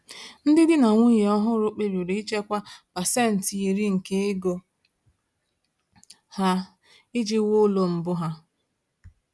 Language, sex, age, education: Igbo, female, 15-29, tertiary